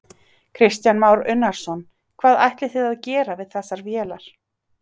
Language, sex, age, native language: Icelandic, female, 30-39, Icelandic